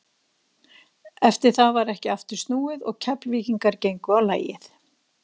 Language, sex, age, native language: Icelandic, female, 60-69, Icelandic